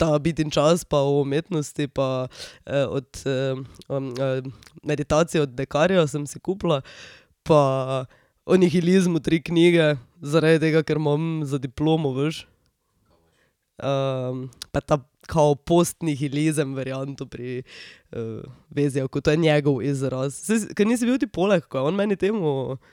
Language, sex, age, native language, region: Slovenian, female, 18-29, Slovenian, Drava region